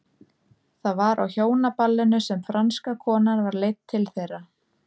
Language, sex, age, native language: Icelandic, female, 30-39, Icelandic